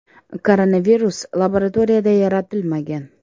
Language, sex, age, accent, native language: Uzbek, female, 35+, Samarqand, Uzbek